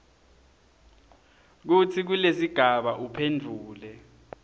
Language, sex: Swati, male